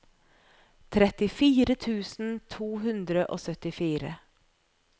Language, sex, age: Norwegian, female, 41